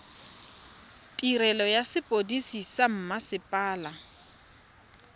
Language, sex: Tswana, female